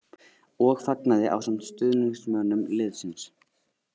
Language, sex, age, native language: Icelandic, male, 18-19, Icelandic